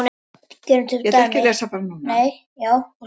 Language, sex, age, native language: Icelandic, female, 70-79, Icelandic